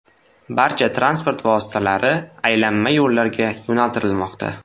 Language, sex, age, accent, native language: Uzbek, male, 18-24, Samarqand, Uzbek